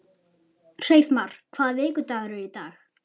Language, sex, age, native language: Icelandic, male, 11, Icelandic